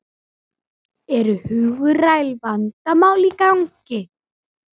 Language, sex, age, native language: Icelandic, female, 7, Icelandic